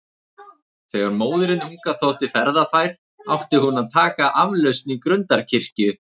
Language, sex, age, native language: Icelandic, male, 30-39, Icelandic